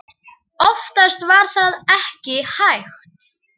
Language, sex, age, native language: Icelandic, male, 10, Icelandic